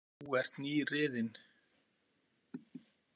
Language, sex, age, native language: Icelandic, male, 40-49, Icelandic